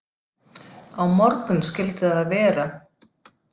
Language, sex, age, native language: Icelandic, female, 50-59, Icelandic